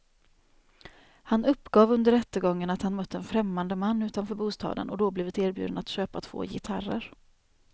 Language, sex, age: Swedish, female, 28